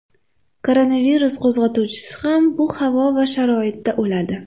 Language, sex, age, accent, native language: Uzbek, female, 18-24, Sirdaryo, Uzbek